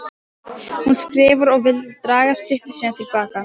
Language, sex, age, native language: Icelandic, female, 13, Polish